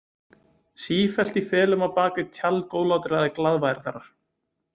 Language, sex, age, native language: Icelandic, male, 20-29, Icelandic